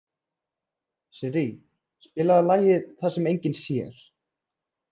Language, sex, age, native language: Icelandic, male, 30-39, Icelandic